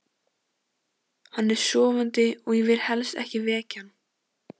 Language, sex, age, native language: Icelandic, female, 14, Icelandic